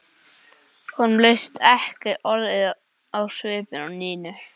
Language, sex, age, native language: Icelandic, male, 11, English